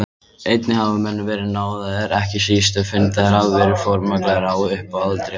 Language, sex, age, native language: Icelandic, male, 20-29, Icelandic